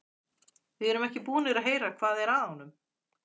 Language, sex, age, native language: Icelandic, female, 40-49, Icelandic